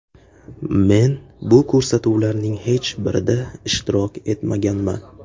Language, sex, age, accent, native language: Uzbek, male, 18-24, Qashqadaryo, Uzbek